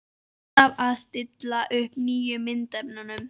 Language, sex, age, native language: Icelandic, female, 12, Icelandic